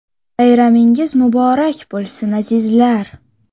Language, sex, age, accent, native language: Uzbek, female, 12-17, Xorazm, Uzbek